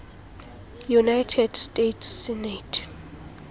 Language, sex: Xhosa, female